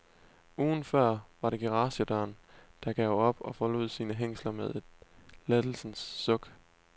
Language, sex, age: Danish, male, 19